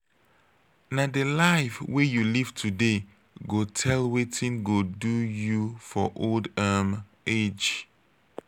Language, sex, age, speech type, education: Nigerian Pidgin, male, 30-45, spontaneous, tertiary